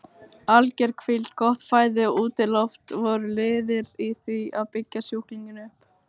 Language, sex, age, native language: Icelandic, female, 18-19, Icelandic